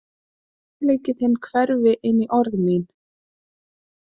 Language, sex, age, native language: Icelandic, female, 30-39, Icelandic